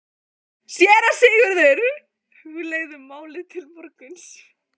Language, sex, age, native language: Icelandic, female, 14, Icelandic